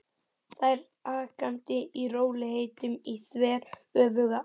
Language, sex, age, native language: Icelandic, male, 11, Icelandic